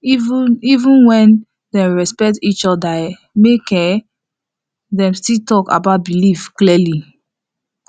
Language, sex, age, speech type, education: Nigerian Pidgin, female, 15-29, spontaneous, tertiary